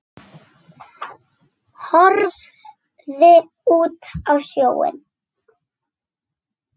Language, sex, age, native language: Icelandic, female, 6, Icelandic